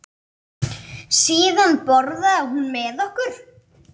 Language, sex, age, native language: Icelandic, female, 8, Icelandic